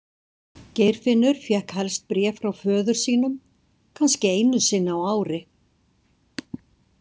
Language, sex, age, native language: Icelandic, female, 60-69, Icelandic